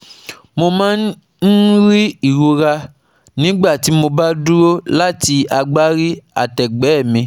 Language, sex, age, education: Yoruba, male, 15-29, tertiary